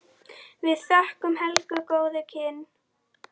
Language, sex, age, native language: Icelandic, female, 10, Icelandic